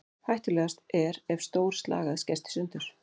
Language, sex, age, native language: Icelandic, female, 40-49, Icelandic